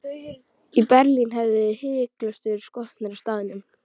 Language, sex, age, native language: Icelandic, female, 12, Icelandic